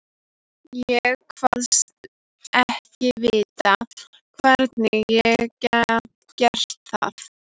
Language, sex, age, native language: Icelandic, female, 12, Icelandic